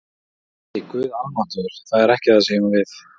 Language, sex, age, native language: Icelandic, male, 40-49, Icelandic